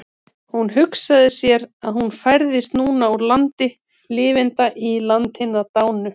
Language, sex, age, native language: Icelandic, female, 30-39, Icelandic